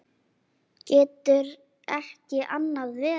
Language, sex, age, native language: Icelandic, female, 10, Icelandic